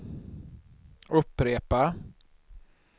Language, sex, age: Swedish, male, 39